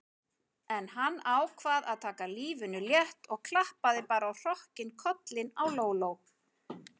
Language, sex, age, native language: Icelandic, female, 50-59, Icelandic